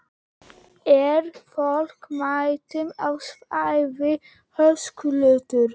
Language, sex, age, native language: Icelandic, male, 11, Icelandic